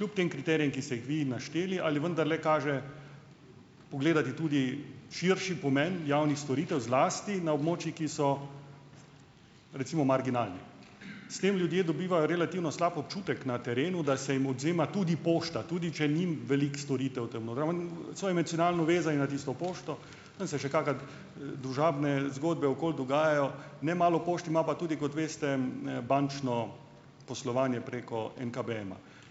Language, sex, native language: Slovenian, male, Slovenian